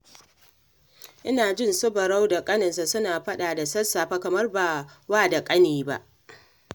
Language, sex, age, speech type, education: Hausa, female, 30-45, read, secondary